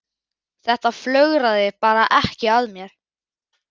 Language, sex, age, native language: Icelandic, male, 11, Icelandic